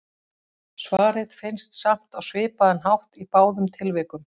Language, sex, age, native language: Icelandic, female, 40-49, Icelandic